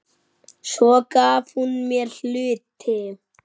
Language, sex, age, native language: Icelandic, male, 9, Icelandic